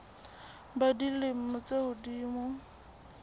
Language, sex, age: Southern Sotho, female, 18